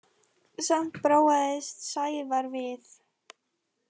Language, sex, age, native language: Icelandic, other, 20-29, Icelandic